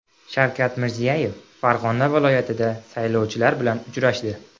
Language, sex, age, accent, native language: Uzbek, male, 18-24, Andijon, Uzbek